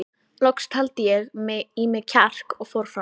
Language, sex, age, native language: Icelandic, female, 11, Icelandic